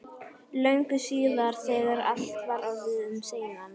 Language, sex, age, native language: Icelandic, female, 11, Icelandic